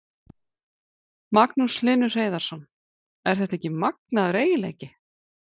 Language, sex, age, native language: Icelandic, female, 40-49, Icelandic